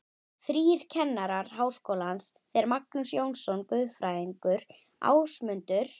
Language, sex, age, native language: Icelandic, female, 12, Icelandic